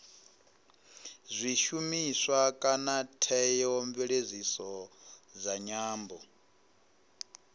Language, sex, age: Venda, male, 19